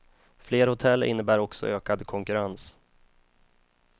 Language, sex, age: Swedish, male, 31